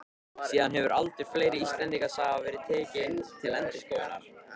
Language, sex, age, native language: Icelandic, male, 13, Icelandic